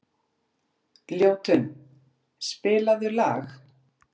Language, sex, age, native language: Icelandic, female, 30-39, Icelandic